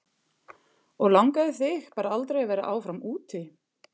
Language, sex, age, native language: Icelandic, female, 50-59, German